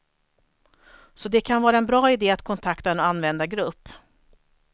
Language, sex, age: Swedish, female, 43